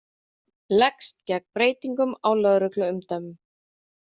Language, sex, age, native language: Icelandic, female, 30-39, Icelandic